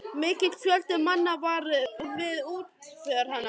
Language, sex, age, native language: Icelandic, male, 11, Icelandic